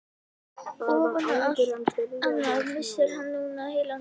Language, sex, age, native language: Icelandic, female, 11, Icelandic